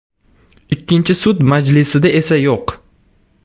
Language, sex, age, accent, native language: Uzbek, male, 18-24, Surxondaryo, Uzbek